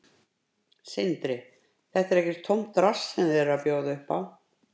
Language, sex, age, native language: Icelandic, female, 50-59, Icelandic